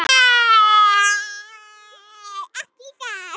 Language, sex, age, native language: Icelandic, male, 9, Icelandic